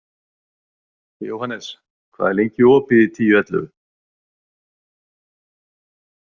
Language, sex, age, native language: Icelandic, male, 40-49, Icelandic